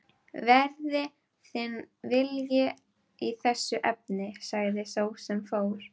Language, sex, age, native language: Icelandic, female, 12, Icelandic